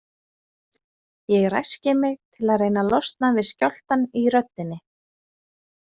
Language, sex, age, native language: Icelandic, female, 20-29, Icelandic